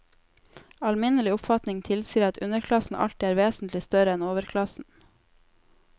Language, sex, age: Norwegian, female, 18